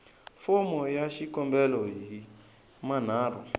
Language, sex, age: Tsonga, male, 20